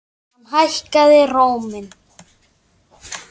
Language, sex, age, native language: Icelandic, male, 7, Icelandic